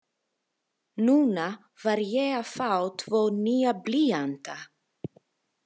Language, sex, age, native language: Icelandic, female, 20-29, Italian